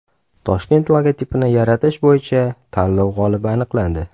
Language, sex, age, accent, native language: Uzbek, male, 18-24, Toshkent shahri, Uzbek